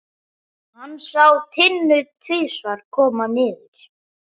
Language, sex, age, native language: Icelandic, male, 11, Icelandic